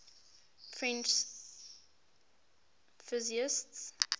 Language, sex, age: English, female, 18